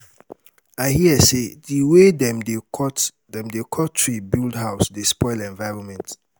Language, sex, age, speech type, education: Nigerian Pidgin, male, 30-45, spontaneous, tertiary